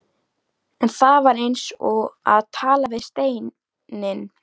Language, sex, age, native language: Icelandic, female, 13, Icelandic